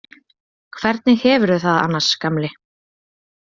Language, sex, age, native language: Icelandic, female, 20-29, Icelandic